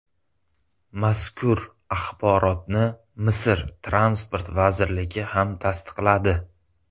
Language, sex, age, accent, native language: Uzbek, male, 18-24, Surxondaryo, Uzbek